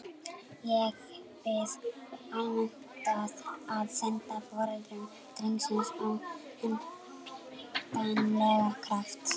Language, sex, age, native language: Icelandic, female, 11, Icelandic